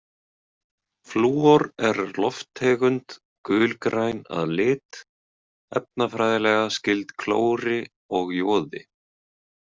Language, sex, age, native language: Icelandic, male, 20-29, Icelandic